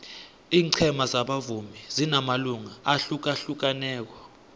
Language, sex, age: South Ndebele, male, 21